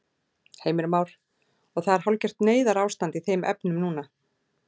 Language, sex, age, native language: Icelandic, female, 40-49, Icelandic